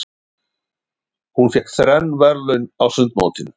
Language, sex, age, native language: Icelandic, male, 50-59, Icelandic